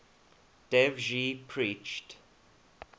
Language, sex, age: English, male, 21